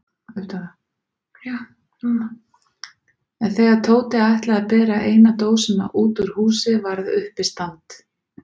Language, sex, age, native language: Icelandic, female, 40-49, Icelandic